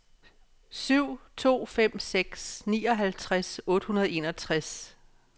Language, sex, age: Danish, female, 57